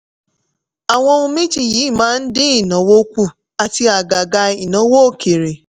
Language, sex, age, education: Yoruba, female, 15-29, tertiary